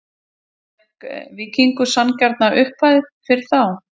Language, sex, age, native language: Icelandic, female, 50-59, Icelandic